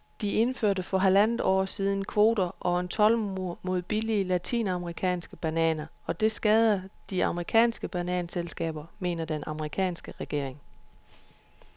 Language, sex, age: Danish, female, 31